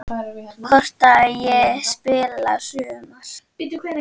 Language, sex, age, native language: Icelandic, female, 9, Icelandic